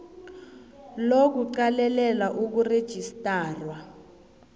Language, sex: South Ndebele, female